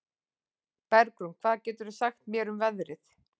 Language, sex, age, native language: Icelandic, female, 40-49, Icelandic